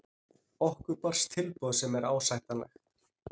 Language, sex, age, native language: Icelandic, male, 30-39, Icelandic